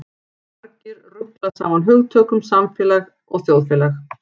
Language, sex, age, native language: Icelandic, female, 40-49, Icelandic